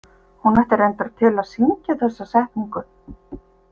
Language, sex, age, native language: Icelandic, female, 50-59, Icelandic